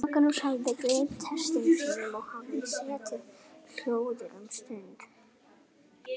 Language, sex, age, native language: Icelandic, female, 30-39, Icelandic